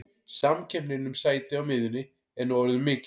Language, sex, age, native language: Icelandic, male, 40-49, Icelandic